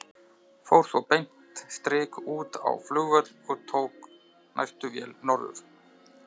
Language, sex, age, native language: Icelandic, male, 30-39, Icelandic